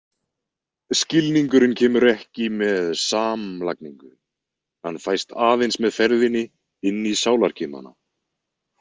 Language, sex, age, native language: Icelandic, male, 20-29, Icelandic